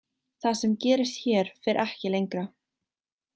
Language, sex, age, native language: Icelandic, female, 18-19, Icelandic